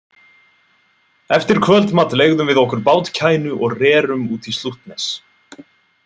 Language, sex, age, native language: Icelandic, male, 20-29, Icelandic